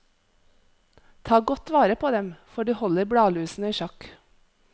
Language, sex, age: Norwegian, female, 43